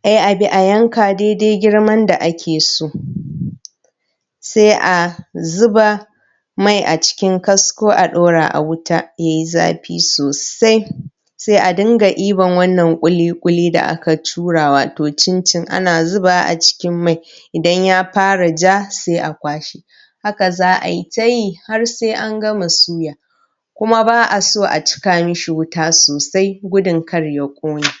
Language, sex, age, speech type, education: Hausa, female, 15-29, spontaneous, primary